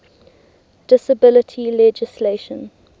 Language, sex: English, female